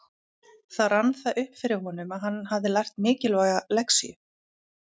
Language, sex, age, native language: Icelandic, female, 30-39, Icelandic